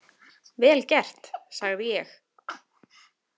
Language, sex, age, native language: Icelandic, female, 30-39, Icelandic